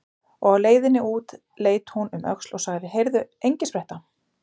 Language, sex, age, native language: Icelandic, female, 40-49, Icelandic